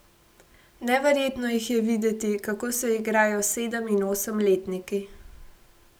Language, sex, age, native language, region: Slovenian, female, 18-29, Slovenian, Gorenjska region